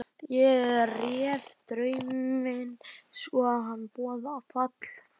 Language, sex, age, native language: Icelandic, male, 12, Icelandic